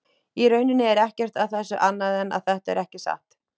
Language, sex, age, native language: Icelandic, female, 18-19, Icelandic